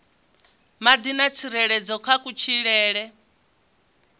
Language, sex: Venda, female